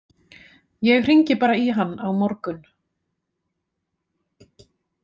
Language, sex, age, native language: Icelandic, female, 40-49, Icelandic